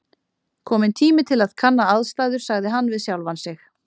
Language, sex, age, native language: Icelandic, female, 30-39, Icelandic